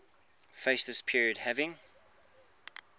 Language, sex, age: English, male, 21